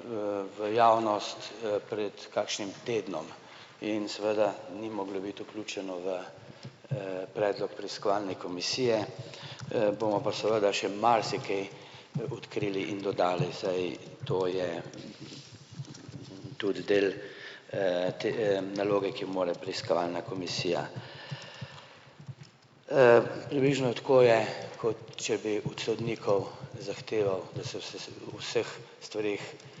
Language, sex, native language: Slovenian, male, Slovenian